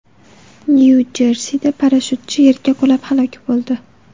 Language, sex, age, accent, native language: Uzbek, female, 18-24, Farg'ona, Uzbek